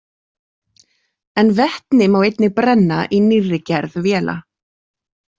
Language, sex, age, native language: Icelandic, female, 40-49, Icelandic